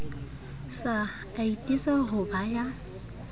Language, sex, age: Southern Sotho, female, 22